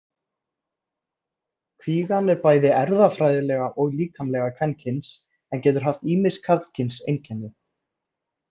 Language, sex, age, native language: Icelandic, male, 30-39, Icelandic